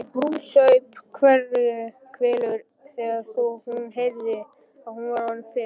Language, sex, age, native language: Icelandic, male, 11, Icelandic